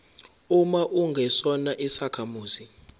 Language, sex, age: Zulu, male, 23